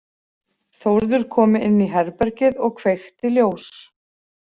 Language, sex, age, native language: Icelandic, female, 40-49, Icelandic